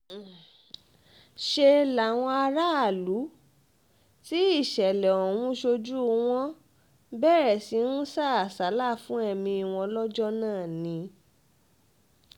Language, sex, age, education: Yoruba, female, 15-29, tertiary